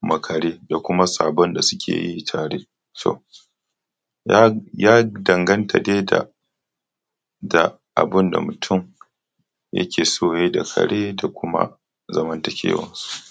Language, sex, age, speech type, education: Hausa, male, 15-29, spontaneous, tertiary